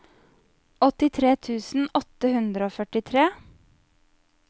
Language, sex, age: Norwegian, female, 27